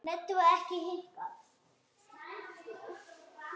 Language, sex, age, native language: Icelandic, female, 9, Icelandic